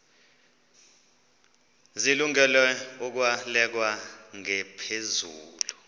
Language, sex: Xhosa, male